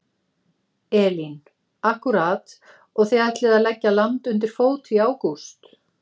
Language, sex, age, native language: Icelandic, female, 50-59, Icelandic